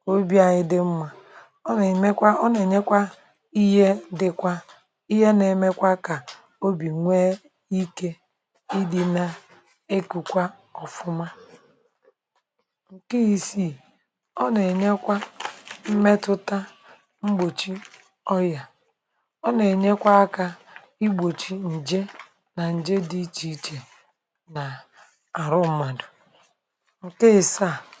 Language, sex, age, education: Igbo, female, 46-60, tertiary